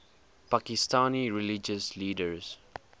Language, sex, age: English, male, 20